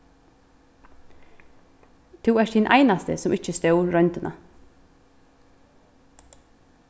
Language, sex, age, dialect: Faroese, female, 15-35, Vágar